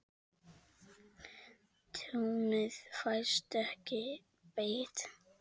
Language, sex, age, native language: Icelandic, female, 7, Icelandic